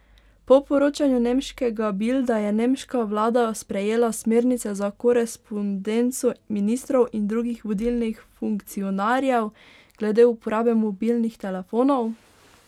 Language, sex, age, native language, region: Slovenian, female, 18-29, Slovenian, Pomurje region